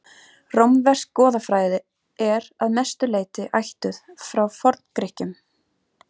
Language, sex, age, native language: Icelandic, female, 30-39, Icelandic